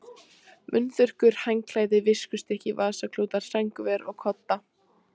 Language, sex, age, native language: Icelandic, female, 14, Icelandic